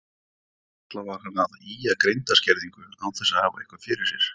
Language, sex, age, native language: Icelandic, male, 40-49, Icelandic